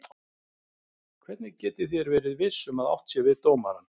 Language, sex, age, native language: Icelandic, male, 50-59, Icelandic